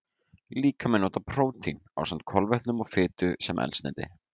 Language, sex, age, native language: Icelandic, male, 18-19, Icelandic